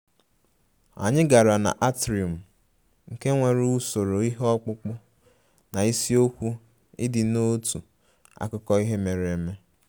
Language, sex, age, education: Igbo, male, 15-29, tertiary